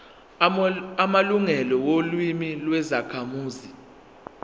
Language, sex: Zulu, male